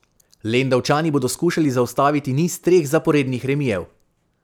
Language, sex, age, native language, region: Slovenian, male, 18-29, Slovenian, Savinja region